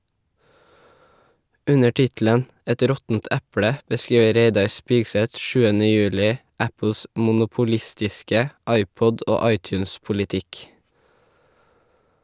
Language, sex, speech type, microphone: Norwegian, male, read, Shure